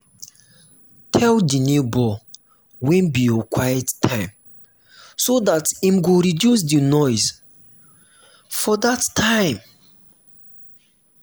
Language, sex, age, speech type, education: Nigerian Pidgin, male, 15-29, spontaneous, tertiary